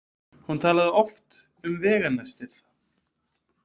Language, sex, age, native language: Icelandic, male, 20-29, Icelandic